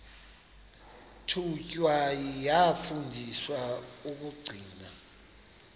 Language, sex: Xhosa, male